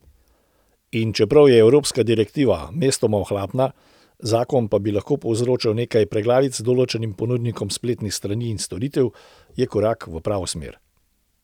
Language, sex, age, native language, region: Slovenian, male, 60+, Slovenian, Central Slovenia